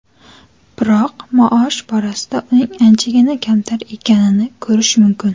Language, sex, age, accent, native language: Uzbek, female, 19-29, Jizzax, Uzbek